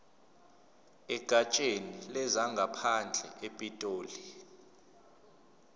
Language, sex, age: Zulu, male, 29